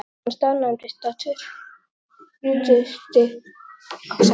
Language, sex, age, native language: Icelandic, male, 11, Icelandic